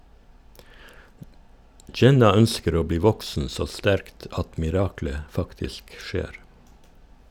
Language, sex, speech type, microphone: Norwegian, male, read, Shure